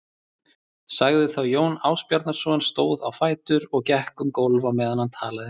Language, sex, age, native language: Icelandic, male, 30-39, Icelandic